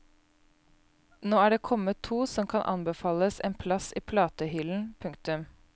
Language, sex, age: Norwegian, female, 29